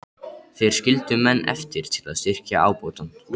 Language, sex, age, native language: Icelandic, male, 13, Icelandic